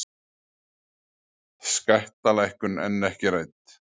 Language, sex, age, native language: Icelandic, male, 40-49, Icelandic